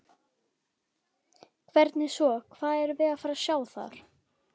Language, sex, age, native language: Icelandic, female, 12, Icelandic